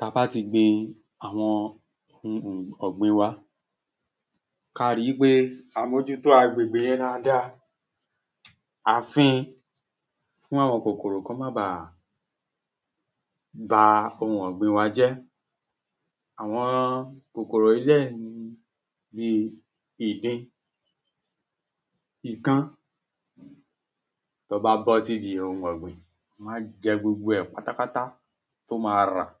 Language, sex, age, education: Yoruba, male, 30-45, tertiary